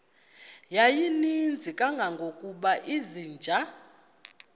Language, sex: Xhosa, female